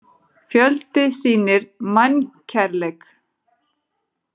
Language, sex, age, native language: Icelandic, female, 40-49, Icelandic